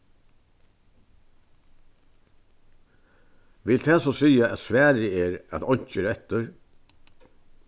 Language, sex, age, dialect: Faroese, male, 61+, Vágar